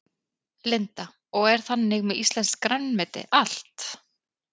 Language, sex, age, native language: Icelandic, female, 30-39, Icelandic